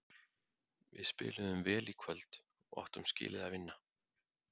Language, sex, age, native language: Icelandic, male, 50-59, Icelandic